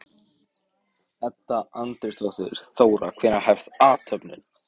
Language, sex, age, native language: Icelandic, male, 15, Icelandic